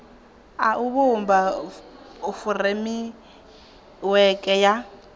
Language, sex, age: Venda, female, 19